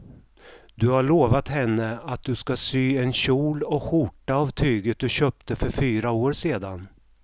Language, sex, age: Swedish, male, 55